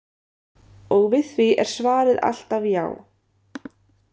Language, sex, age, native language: Icelandic, female, 30-39, Icelandic